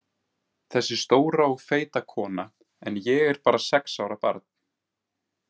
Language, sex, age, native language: Icelandic, male, 20-29, Icelandic